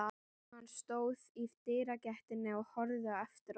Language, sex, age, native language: Icelandic, female, 11, Icelandic